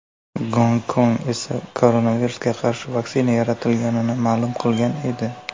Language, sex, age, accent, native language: Uzbek, male, 19-29, Qashqadaryo, Uzbek